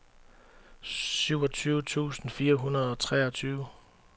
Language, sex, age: Danish, male, 31